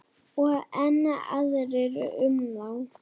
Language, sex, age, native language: Icelandic, female, 9, Icelandic